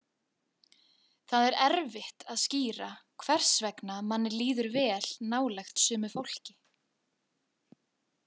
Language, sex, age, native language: Icelandic, female, 20-29, Icelandic